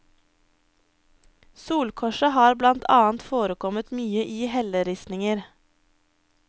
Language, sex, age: Norwegian, female, 23